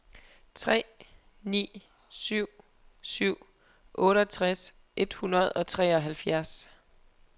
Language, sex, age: Danish, female, 23